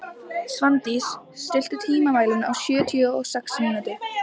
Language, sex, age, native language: Icelandic, female, 13, Icelandic